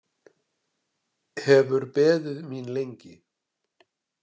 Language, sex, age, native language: Icelandic, male, 60-69, Icelandic